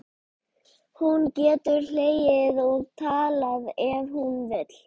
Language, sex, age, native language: Icelandic, other, 11, Icelandic